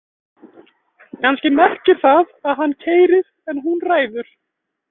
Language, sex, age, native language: Icelandic, female, 20-29, Icelandic